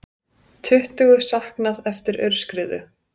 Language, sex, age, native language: Icelandic, female, 30-39, Icelandic